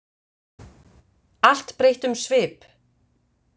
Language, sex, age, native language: Icelandic, female, 50-59, Icelandic